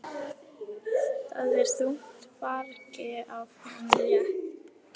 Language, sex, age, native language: Icelandic, female, 11, Icelandic